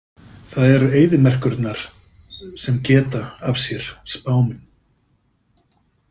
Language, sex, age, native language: Icelandic, male, 50-59, Icelandic